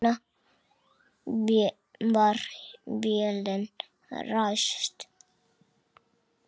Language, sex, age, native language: Icelandic, male, 6, Icelandic